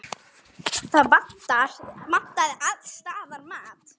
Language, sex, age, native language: Icelandic, female, 10, Icelandic